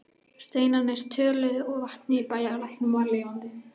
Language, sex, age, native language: Icelandic, female, 12, Icelandic